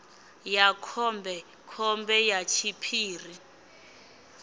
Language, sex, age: Venda, female, 24